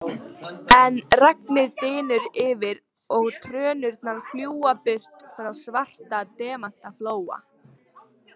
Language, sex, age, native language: Icelandic, female, 18-19, Icelandic